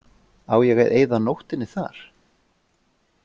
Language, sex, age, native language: Icelandic, male, 40-49, Icelandic